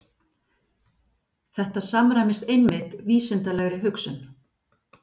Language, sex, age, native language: Icelandic, female, 50-59, Icelandic